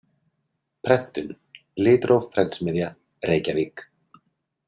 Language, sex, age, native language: Icelandic, male, 30-39, Icelandic